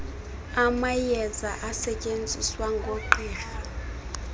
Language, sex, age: Xhosa, female, 20